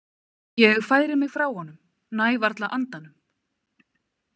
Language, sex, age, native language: Icelandic, female, 30-39, Icelandic